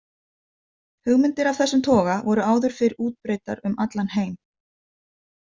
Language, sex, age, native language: Icelandic, female, 50-59, Icelandic